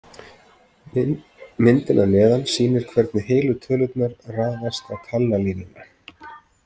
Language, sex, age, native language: Icelandic, male, 30-39, Icelandic